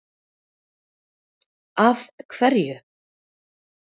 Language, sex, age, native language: Icelandic, female, 40-49, Icelandic